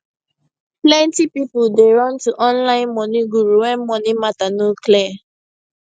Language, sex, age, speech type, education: Nigerian Pidgin, female, 15-29, spontaneous, secondary